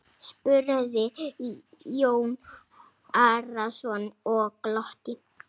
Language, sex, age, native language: Icelandic, male, 6, Icelandic